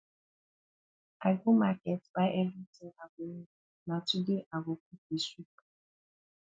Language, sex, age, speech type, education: Nigerian Pidgin, female, 15-29, spontaneous, tertiary